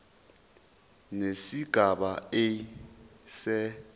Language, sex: Zulu, male